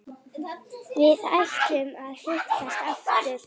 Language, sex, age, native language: Icelandic, female, 8, Icelandic